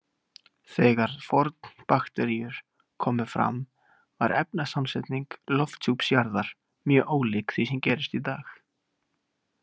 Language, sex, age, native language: Icelandic, male, 18-19, Icelandic